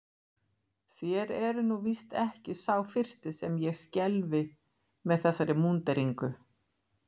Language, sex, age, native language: Icelandic, female, 50-59, Icelandic